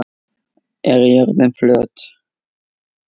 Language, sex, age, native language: Icelandic, male, 8, Icelandic